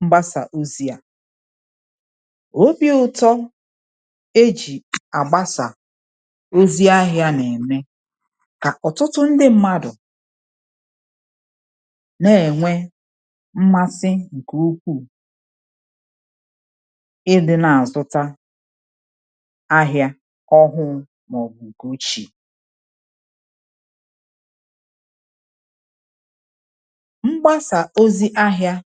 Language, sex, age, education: Igbo, female, 30-45, tertiary